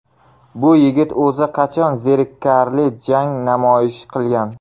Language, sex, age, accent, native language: Uzbek, male, 25-34, Surxondaryo, Uzbek